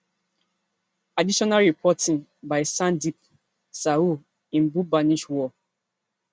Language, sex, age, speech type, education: Nigerian Pidgin, female, 15-29, spontaneous, tertiary